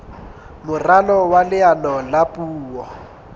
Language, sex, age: Southern Sotho, male, 22